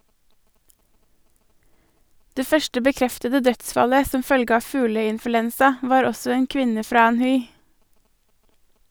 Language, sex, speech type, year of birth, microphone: Norwegian, female, read, 1983, Sennheiser